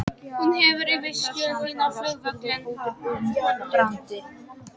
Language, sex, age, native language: Icelandic, female, 18-19, Polish